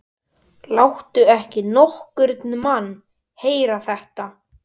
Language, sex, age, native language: Icelandic, male, 12, Icelandic